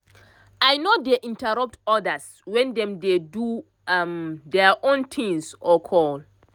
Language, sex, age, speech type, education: Nigerian Pidgin, female, 30-45, spontaneous, tertiary